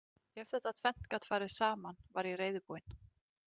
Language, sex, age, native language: Icelandic, female, 30-39, Icelandic